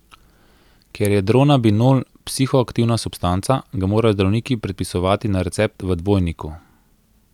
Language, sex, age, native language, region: Slovenian, male, 30-49, Slovenian, Central Slovenia